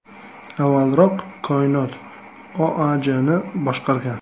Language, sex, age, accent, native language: Uzbek, male, 25-34, Toshkent shahri, Uzbek